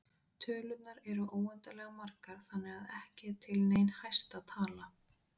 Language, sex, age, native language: Icelandic, female, 20-29, Icelandic